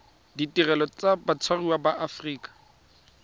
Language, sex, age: Tswana, male, 23